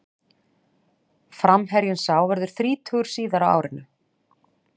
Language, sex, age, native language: Icelandic, female, 40-49, Icelandic